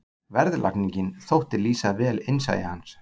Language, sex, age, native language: Icelandic, male, 40-49, Icelandic